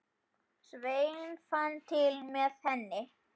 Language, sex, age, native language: Icelandic, male, 10, Icelandic